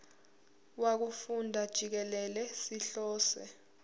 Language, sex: Zulu, female